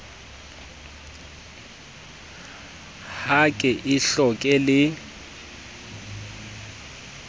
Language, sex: Southern Sotho, male